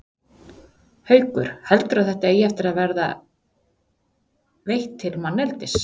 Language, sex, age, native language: Icelandic, female, 40-49, Icelandic